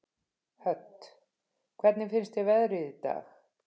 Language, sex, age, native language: Icelandic, female, 50-59, Icelandic